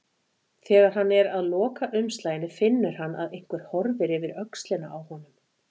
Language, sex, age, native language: Icelandic, female, 40-49, Icelandic